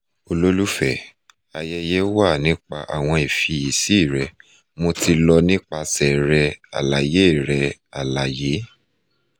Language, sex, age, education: Yoruba, male, 30-45, tertiary